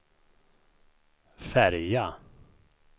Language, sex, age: Swedish, male, 51